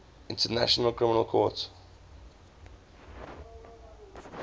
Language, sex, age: English, male, 20